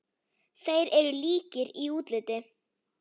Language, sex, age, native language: Icelandic, female, 9, Icelandic